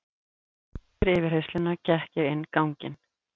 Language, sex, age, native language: Icelandic, female, 50-59, Icelandic